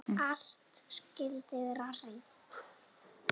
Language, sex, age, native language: Icelandic, male, 7, Icelandic